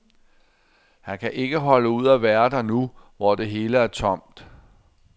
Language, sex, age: Danish, male, 60